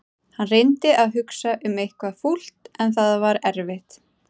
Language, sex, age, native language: Icelandic, female, 18-19, Icelandic